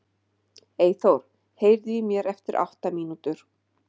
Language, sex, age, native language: Icelandic, female, 50-59, Icelandic